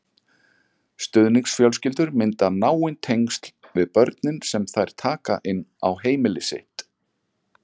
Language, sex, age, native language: Icelandic, male, 40-49, Icelandic